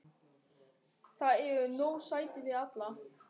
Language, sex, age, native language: Icelandic, male, 13, German